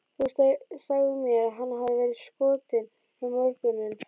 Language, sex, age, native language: Icelandic, female, 12, Icelandic